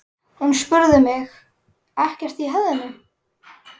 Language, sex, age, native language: Icelandic, male, 11, Icelandic